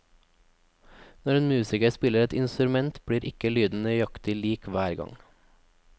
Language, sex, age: Norwegian, male, 24